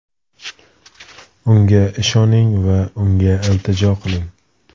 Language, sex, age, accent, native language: Uzbek, male, 25-34, Samarqand, Uzbek